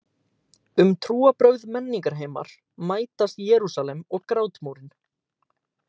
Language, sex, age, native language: Icelandic, male, 18-19, Icelandic